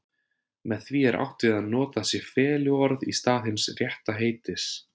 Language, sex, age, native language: Icelandic, male, 30-39, Icelandic